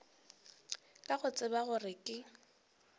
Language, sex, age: Northern Sotho, female, 18